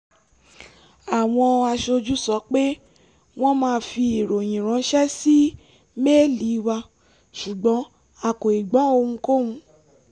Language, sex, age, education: Yoruba, female, 15-29, tertiary